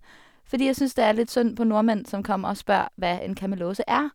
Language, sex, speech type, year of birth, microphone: Norwegian, female, spontaneous, 1985, Sennheiser